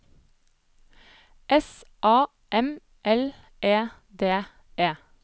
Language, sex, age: Norwegian, female, 25